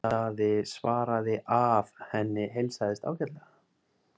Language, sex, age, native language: Icelandic, male, 30-39, Icelandic